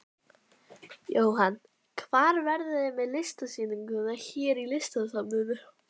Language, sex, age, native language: Icelandic, female, 11, Icelandic